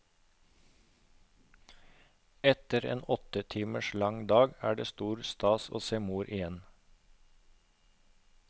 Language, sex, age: Norwegian, male, 36